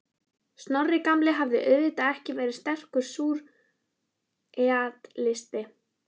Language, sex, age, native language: Icelandic, female, 11, Icelandic